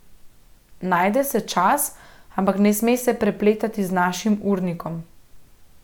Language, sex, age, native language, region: Slovenian, female, 30-49, Slovenian, Central Slovenia